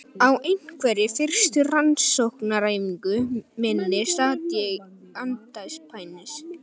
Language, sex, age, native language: Icelandic, male, 12, Icelandic